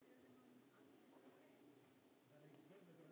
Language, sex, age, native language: Icelandic, female, 60-69, Icelandic